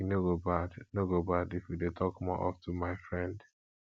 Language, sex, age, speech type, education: Nigerian Pidgin, male, 15-29, spontaneous, tertiary